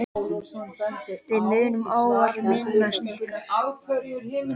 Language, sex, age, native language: Icelandic, male, 10, Icelandic